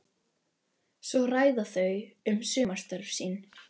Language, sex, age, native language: Icelandic, female, 12, Icelandic